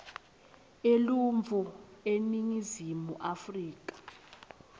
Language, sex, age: Swati, female, 20